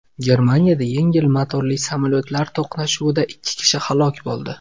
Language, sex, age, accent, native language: Uzbek, male, 18-24, Toshkent viloyati, Uzbek